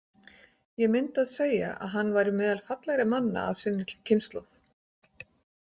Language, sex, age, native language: Icelandic, female, 18-19, Icelandic